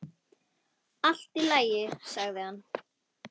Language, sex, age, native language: Icelandic, female, 10, Icelandic